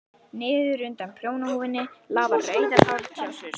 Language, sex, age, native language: Icelandic, female, 11, Icelandic